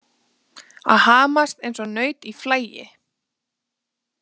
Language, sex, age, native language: Icelandic, female, 20-29, Icelandic